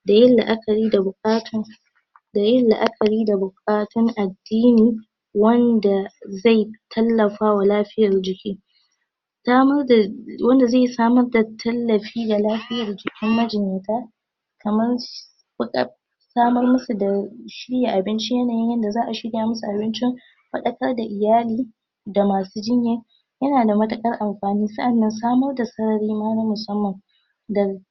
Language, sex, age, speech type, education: Hausa, female, 15-29, spontaneous, tertiary